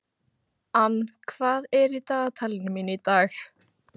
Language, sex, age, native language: Icelandic, female, 15, Icelandic